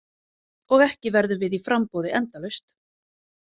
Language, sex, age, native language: Icelandic, female, 40-49, Icelandic